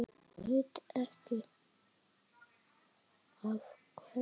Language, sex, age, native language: Icelandic, male, 7, Icelandic